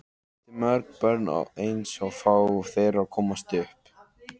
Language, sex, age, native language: Icelandic, male, 13, Icelandic